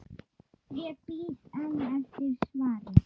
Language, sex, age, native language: Icelandic, male, 8, Icelandic